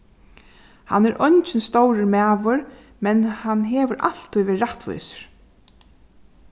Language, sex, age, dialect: Faroese, female, 36-60, Suðurstreymoy